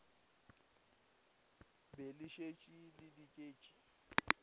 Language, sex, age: Northern Sotho, male, 24